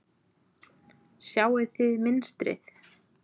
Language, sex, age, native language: Icelandic, female, 20-29, Icelandic